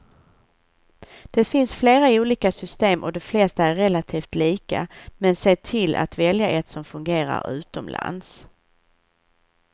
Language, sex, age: Swedish, female, 41